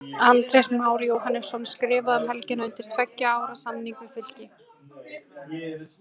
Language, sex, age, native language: Icelandic, female, 20-29, Icelandic